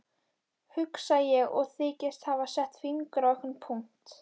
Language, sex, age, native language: Icelandic, female, 12, Icelandic